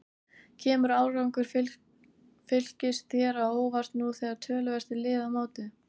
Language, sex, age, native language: Icelandic, female, 18-19, Icelandic